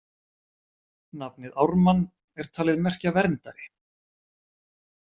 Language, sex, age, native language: Icelandic, male, 40-49, Icelandic